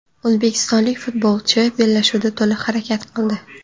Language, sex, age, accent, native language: Uzbek, female, 18-24, Toshkent shahri, Uzbek